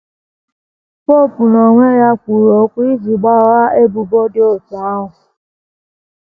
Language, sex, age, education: Igbo, female, 15-29, tertiary